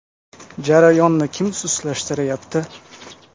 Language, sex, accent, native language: Uzbek, male, Jizzax, Uzbek